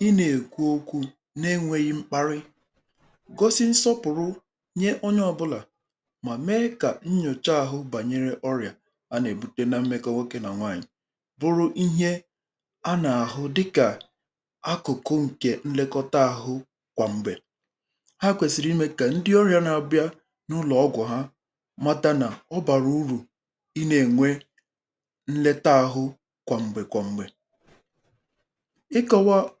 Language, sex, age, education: Igbo, male, 30-45, tertiary